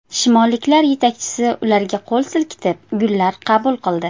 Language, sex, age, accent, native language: Uzbek, female, 25-34, Qashqadaryo, Uzbek